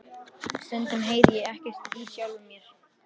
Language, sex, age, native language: Icelandic, male, 13, Icelandic